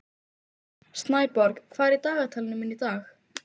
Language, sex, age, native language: Icelandic, female, 15, Icelandic